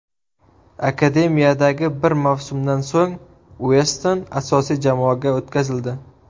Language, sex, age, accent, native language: Uzbek, male, 18-24, Surxondaryo, Uzbek